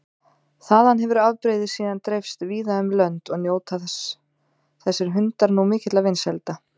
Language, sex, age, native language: Icelandic, female, 30-39, Icelandic